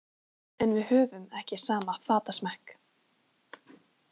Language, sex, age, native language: Icelandic, female, 18-19, Icelandic